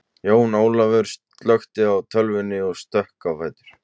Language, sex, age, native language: Icelandic, male, 20-29, Icelandic